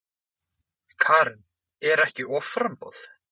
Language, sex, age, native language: Icelandic, male, 20-29, Icelandic